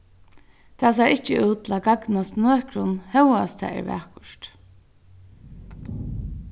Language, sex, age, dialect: Faroese, female, 36-60, Norðurstreymoy/Eysturoy